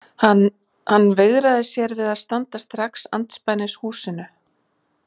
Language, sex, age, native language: Icelandic, female, 40-49, Icelandic